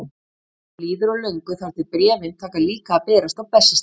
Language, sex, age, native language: Icelandic, female, 50-59, Icelandic